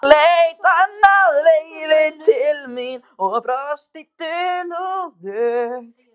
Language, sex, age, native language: Icelandic, male, 14, Icelandic